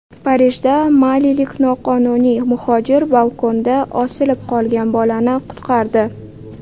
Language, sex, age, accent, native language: Uzbek, female, 18-24, Toshkent shahri, Uzbek